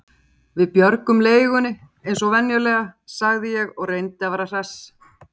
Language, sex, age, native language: Icelandic, female, 40-49, Icelandic